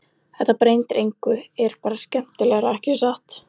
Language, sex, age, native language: Icelandic, female, 11, Icelandic